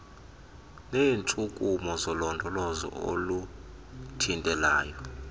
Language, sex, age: Xhosa, male, 32